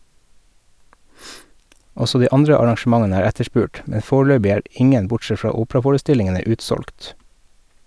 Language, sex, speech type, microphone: Norwegian, male, read, Sennheiser